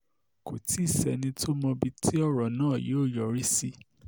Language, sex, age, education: Yoruba, male, 30-45, tertiary